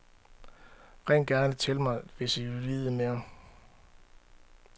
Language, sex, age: Danish, male, 31